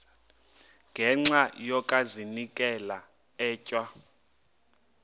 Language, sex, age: Xhosa, male, 21